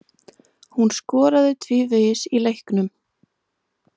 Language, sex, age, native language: Icelandic, female, 20-29, Icelandic